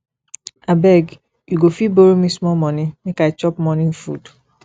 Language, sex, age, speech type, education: Nigerian Pidgin, female, 15-29, spontaneous, tertiary